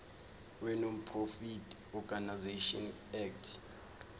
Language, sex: Zulu, male